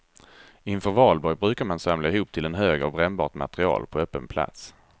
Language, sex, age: Swedish, male, 34